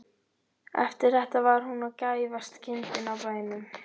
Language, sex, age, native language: Icelandic, male, 12, Icelandic